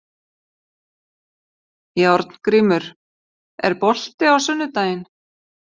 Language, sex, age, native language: Icelandic, female, 50-59, Icelandic